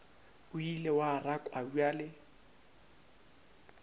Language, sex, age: Northern Sotho, male, 25